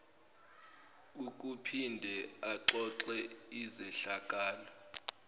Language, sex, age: Zulu, male, 18